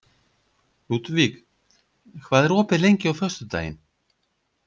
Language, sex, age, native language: Icelandic, male, 50-59, Icelandic